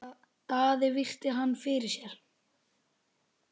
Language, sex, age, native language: Icelandic, male, 10, Icelandic